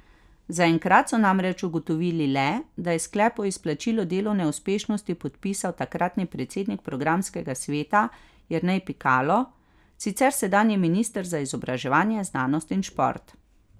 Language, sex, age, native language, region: Slovenian, female, 30-49, Slovenian, Carinthia region